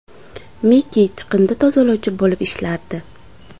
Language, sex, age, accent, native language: Uzbek, female, under 19, Samarqand, Uzbek